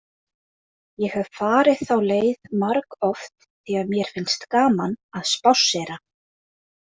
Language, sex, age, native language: Icelandic, female, 20-29, Icelandic